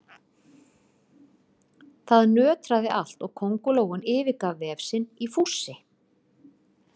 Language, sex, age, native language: Icelandic, female, 50-59, Icelandic